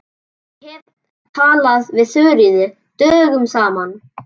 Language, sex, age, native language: Icelandic, male, 11, Icelandic